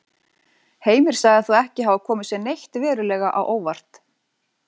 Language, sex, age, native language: Icelandic, female, 40-49, Icelandic